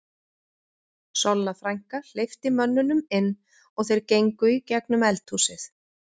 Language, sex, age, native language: Icelandic, female, 40-49, Icelandic